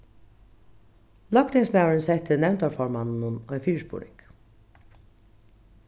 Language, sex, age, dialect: Faroese, female, 36-60, Norðuroyggjar